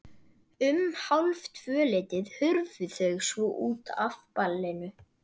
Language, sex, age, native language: Icelandic, male, 12, Icelandic